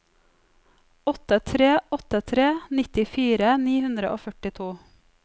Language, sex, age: Norwegian, female, 34